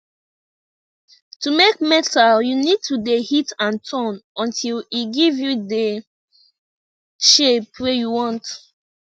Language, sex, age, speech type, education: Nigerian Pidgin, female, 15-29, spontaneous, tertiary